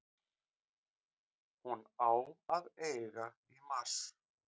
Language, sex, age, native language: Icelandic, male, 40-49, Icelandic